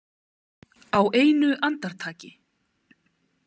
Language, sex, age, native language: Icelandic, female, 30-39, Icelandic